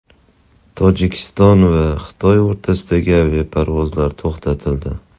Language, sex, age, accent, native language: Uzbek, male, 30-39, Toshkent shahri, Uzbek